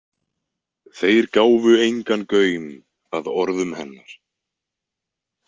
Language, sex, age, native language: Icelandic, male, 20-29, Icelandic